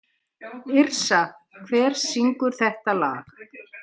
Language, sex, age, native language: Icelandic, female, 60-69, Icelandic